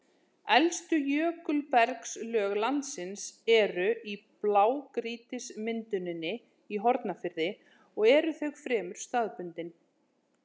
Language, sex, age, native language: Icelandic, female, 30-39, Icelandic